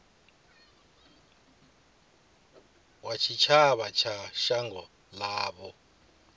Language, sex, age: Venda, male, 25